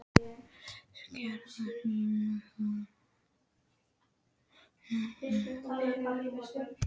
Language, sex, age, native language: Icelandic, male, 12, Icelandic